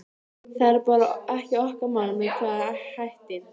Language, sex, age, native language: Icelandic, female, 13, Icelandic